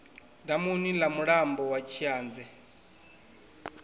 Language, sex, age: Venda, male, 21